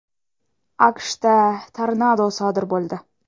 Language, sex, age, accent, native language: Uzbek, female, 12-17, Xorazm, Uzbek